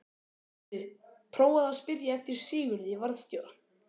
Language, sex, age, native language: Icelandic, male, 12, Icelandic